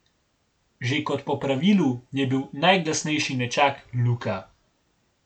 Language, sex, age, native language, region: Slovenian, male, 18-29, Slovenian, Gorenjska region